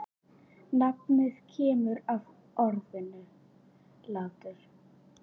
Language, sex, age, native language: Icelandic, male, 8, Icelandic